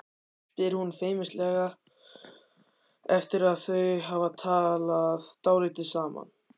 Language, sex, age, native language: Icelandic, male, 14, Icelandic